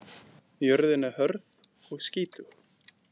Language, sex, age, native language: Icelandic, male, 20-29, Icelandic